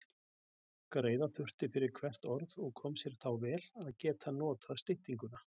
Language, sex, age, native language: Icelandic, male, 60-69, Icelandic